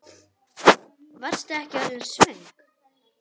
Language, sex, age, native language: Icelandic, female, 10, Icelandic